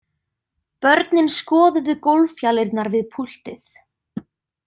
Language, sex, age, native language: Icelandic, female, 20-29, Icelandic